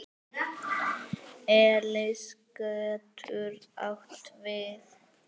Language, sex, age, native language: Icelandic, male, 9, Icelandic